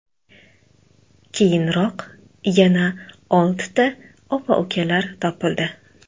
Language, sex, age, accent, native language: Uzbek, female, 25-34, Toshkent shahri, Uzbek